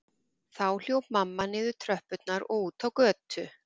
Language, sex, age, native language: Icelandic, female, 40-49, Icelandic